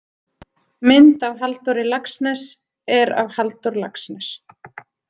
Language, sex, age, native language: Icelandic, female, 30-39, Icelandic